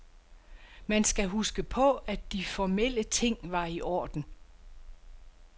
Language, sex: Danish, female